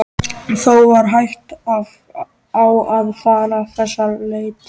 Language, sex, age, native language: Icelandic, male, 13, Icelandic